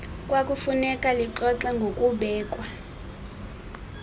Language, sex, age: Xhosa, female, 20